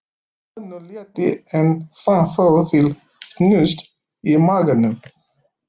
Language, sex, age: Icelandic, male, 50-59